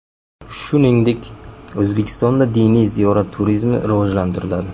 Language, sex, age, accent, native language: Uzbek, male, 25-34, Jizzax, Uzbek